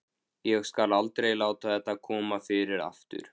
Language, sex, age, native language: Icelandic, male, 15, Icelandic